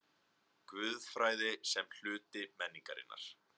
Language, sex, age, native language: Icelandic, male, 30-39, Icelandic